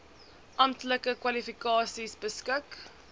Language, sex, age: Afrikaans, female, 20